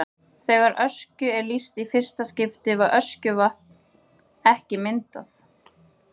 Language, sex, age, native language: Icelandic, female, 30-39, Icelandic